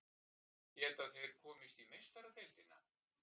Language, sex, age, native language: Icelandic, male, 60-69, Icelandic